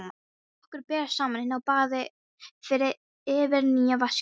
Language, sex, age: Icelandic, female, 13